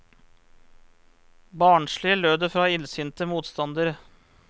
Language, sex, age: Norwegian, male, 34